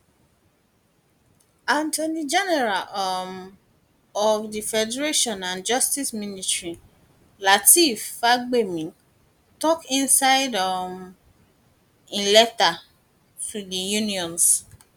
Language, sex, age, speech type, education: Nigerian Pidgin, female, 15-29, spontaneous, tertiary